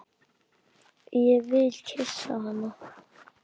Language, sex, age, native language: Icelandic, male, 10, Icelandic